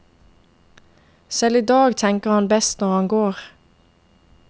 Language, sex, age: Norwegian, female, 22